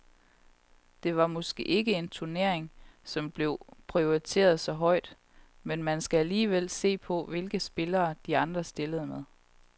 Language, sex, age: Danish, female, 31